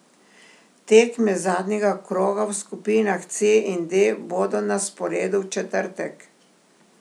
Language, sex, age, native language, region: Slovenian, female, 60+, Slovenian, Primorsko-notranjska region